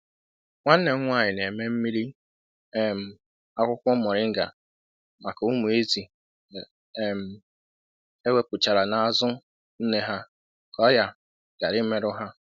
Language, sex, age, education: Igbo, male, 15-29, tertiary